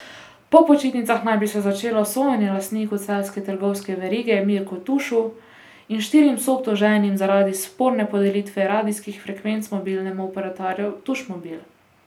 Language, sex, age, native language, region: Slovenian, female, 18-29, Slovenian, Posavska region